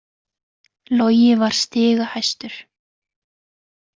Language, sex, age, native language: Icelandic, female, 20-29, Icelandic